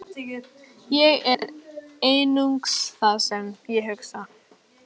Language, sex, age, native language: Icelandic, female, 14, Icelandic